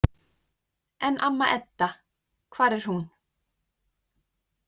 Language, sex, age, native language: Icelandic, female, 20-29, Icelandic